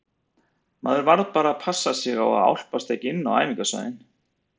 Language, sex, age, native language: Icelandic, male, 40-49, Icelandic